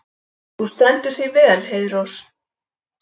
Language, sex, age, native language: Icelandic, female, 70-79, Icelandic